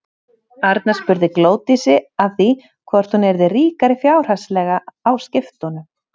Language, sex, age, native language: Icelandic, female, 30-39, Icelandic